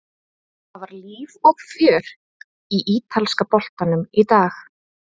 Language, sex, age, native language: Icelandic, female, 30-39, Icelandic